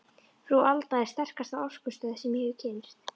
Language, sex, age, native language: Icelandic, female, 11, Icelandic